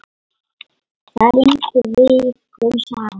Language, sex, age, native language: Icelandic, female, 9, Lithuanian